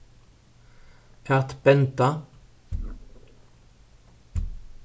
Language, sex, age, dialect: Faroese, male, 61+, Suðurstreymoy